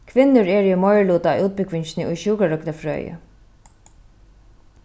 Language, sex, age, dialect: Faroese, female, 36-60, Norðuroyggjar